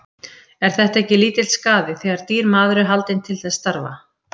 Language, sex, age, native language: Icelandic, female, 50-59, Icelandic